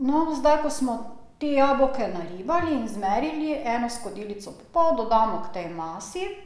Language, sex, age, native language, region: Slovenian, female, 50-59, Slovenian, Drava region